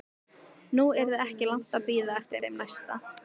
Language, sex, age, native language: Icelandic, female, 15, Icelandic